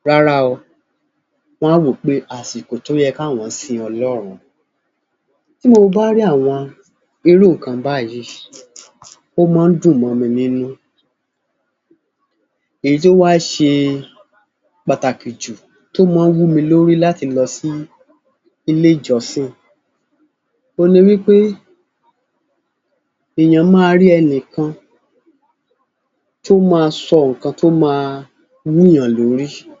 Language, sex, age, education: Yoruba, male, 30-45, tertiary